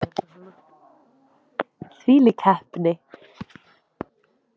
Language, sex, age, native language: Icelandic, female, 18-19, Icelandic